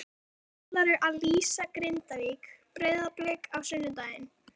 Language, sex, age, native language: Icelandic, female, 13, Icelandic